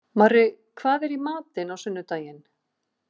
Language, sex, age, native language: Icelandic, female, 50-59, Icelandic